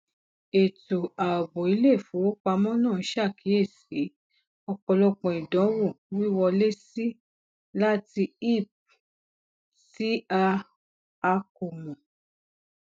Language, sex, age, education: Yoruba, female, 46-60, tertiary